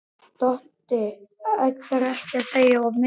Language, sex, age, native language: Icelandic, male, 11, Icelandic